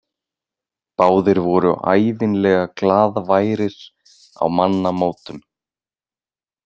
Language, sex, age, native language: Icelandic, male, 20-29, Icelandic